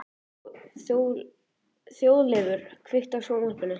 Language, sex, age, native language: Icelandic, male, 14, Icelandic